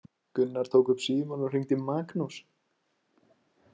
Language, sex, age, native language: Icelandic, male, 20-29, Icelandic